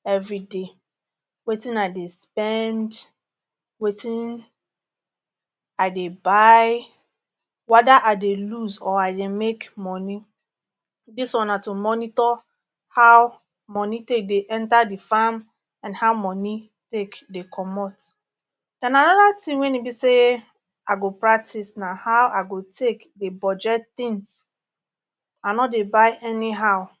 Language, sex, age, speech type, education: Nigerian Pidgin, female, 30-45, spontaneous, tertiary